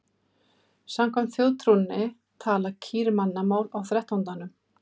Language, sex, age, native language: Icelandic, female, 50-59, Icelandic